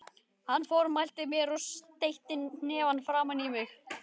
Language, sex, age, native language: Icelandic, male, 12, Icelandic